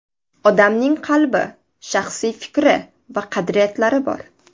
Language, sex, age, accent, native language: Uzbek, female, 18-24, Toshkent shahri, Uzbek